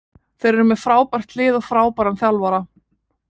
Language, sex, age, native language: Icelandic, female, 20-29, Icelandic